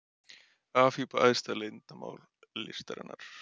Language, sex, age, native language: Icelandic, male, 30-39, Icelandic